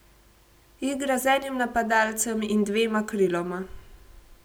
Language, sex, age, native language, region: Slovenian, female, 18-29, Slovenian, Gorenjska region